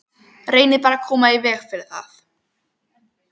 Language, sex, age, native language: Icelandic, female, 12, Icelandic